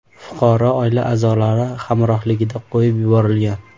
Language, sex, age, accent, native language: Uzbek, male, 18-24, Farg'ona, Uzbek